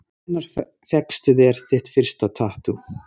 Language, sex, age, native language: Icelandic, male, 30-39, Icelandic